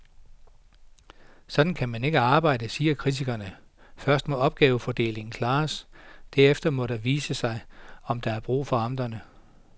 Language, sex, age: Danish, male, 49